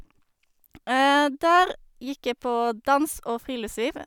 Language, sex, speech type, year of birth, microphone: Norwegian, female, spontaneous, 1991, Sennheiser